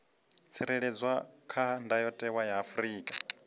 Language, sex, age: Venda, male, 25